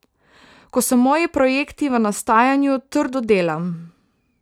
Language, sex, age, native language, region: Slovenian, female, 18-29, Slovenian, Savinja region